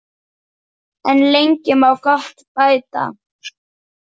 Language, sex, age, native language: Icelandic, male, 9, Icelandic